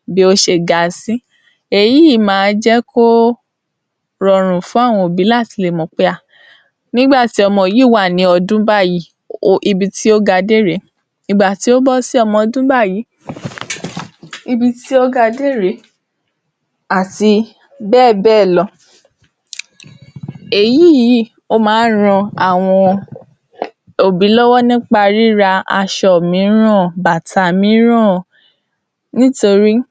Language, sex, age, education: Yoruba, female, 46-60, tertiary